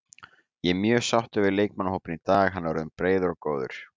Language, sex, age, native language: Icelandic, male, 18-19, Icelandic